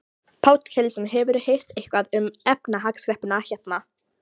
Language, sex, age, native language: Icelandic, female, 14, Polish